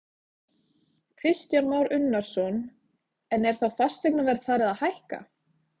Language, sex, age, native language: Icelandic, female, 20-29, Icelandic